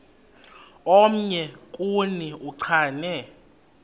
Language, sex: Xhosa, male